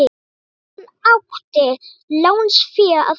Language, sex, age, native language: Icelandic, male, 9, Icelandic